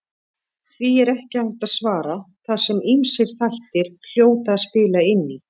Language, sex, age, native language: Icelandic, female, 50-59, Icelandic